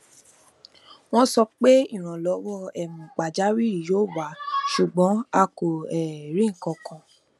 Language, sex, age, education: Yoruba, female, 15-29, tertiary